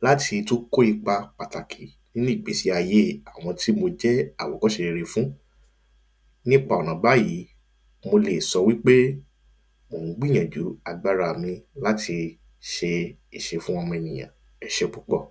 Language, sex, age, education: Yoruba, male, 30-45, primary